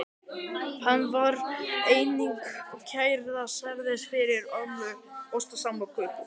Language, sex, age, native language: Icelandic, male, 18-19, Icelandic